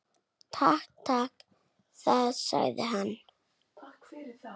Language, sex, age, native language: Icelandic, male, 8, Icelandic